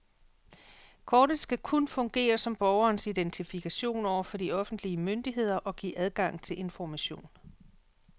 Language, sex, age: Danish, female, 48